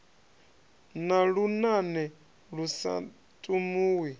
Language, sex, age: Venda, male, 26